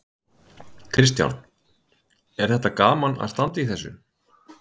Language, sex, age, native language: Icelandic, male, 30-39, Icelandic